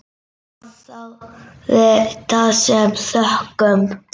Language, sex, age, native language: Icelandic, male, 10, Icelandic